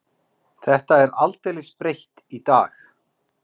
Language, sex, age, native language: Icelandic, male, 40-49, Icelandic